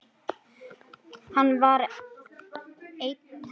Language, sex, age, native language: Icelandic, female, 10, Icelandic